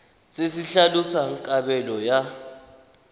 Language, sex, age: Tswana, male, 21